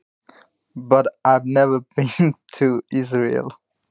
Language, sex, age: Icelandic, male, 20-29